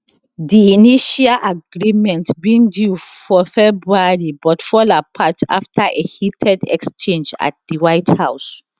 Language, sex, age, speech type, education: Nigerian Pidgin, female, 30-45, spontaneous, tertiary